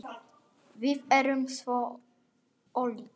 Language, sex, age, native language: Icelandic, male, 9, Icelandic